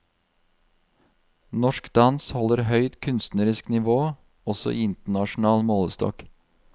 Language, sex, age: Norwegian, male, 32